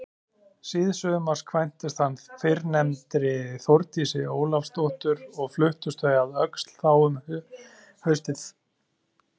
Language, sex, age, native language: Icelandic, male, 30-39, Icelandic